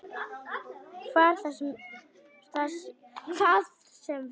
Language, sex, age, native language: Icelandic, female, 10, Icelandic